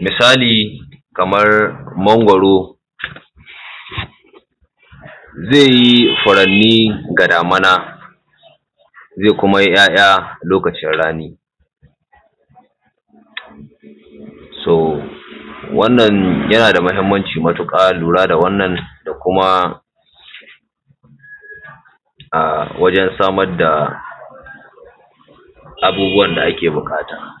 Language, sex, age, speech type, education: Hausa, male, 15-29, spontaneous, tertiary